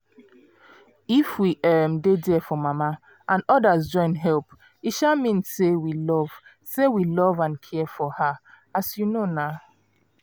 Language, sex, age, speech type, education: Nigerian Pidgin, female, 30-45, spontaneous, tertiary